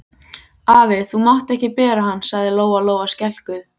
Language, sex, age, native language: Icelandic, female, 14, Icelandic